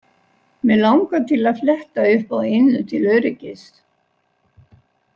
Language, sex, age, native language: Icelandic, female, 60-69, Icelandic